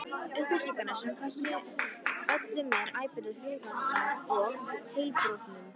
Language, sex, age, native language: Icelandic, female, 13, Icelandic